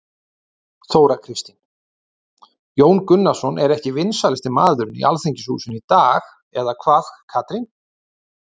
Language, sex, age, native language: Icelandic, male, 30-39, Icelandic